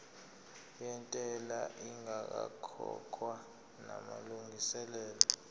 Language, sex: Zulu, male